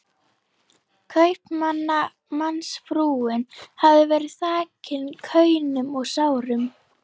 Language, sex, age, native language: Icelandic, female, 11, Icelandic